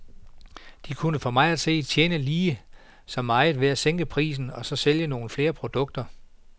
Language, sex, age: Danish, male, 49